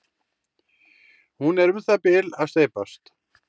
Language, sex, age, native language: Icelandic, male, 60-69, Icelandic